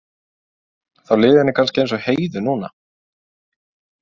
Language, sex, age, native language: Icelandic, male, 20-29, Icelandic